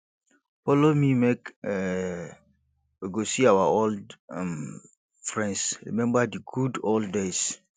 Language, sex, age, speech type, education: Nigerian Pidgin, male, 15-29, spontaneous, tertiary